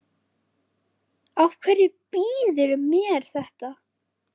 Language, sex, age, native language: Icelandic, male, 9, Icelandic